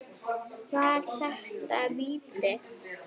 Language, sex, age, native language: Icelandic, female, 9, Icelandic